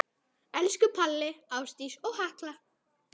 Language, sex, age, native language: Icelandic, female, 9, Icelandic